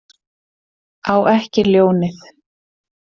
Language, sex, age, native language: Icelandic, female, 40-49, Icelandic